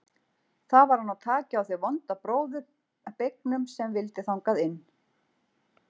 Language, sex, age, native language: Icelandic, female, 40-49, Icelandic